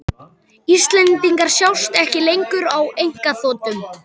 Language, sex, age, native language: Icelandic, male, 18-19, Icelandic